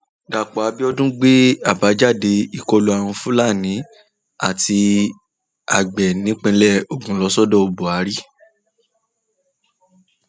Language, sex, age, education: Yoruba, male, 15-29, tertiary